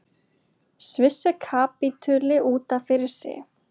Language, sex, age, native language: Icelandic, male, 40-49, Icelandic